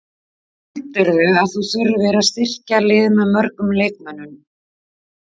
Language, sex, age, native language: Icelandic, female, 50-59, Icelandic